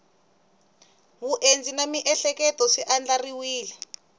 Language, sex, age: Tsonga, female, 19